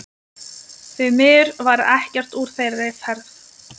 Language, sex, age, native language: Icelandic, female, 20-29, Lithuanian